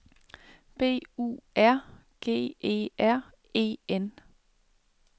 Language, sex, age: Danish, female, 36